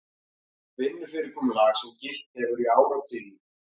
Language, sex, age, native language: Icelandic, male, 40-49, Icelandic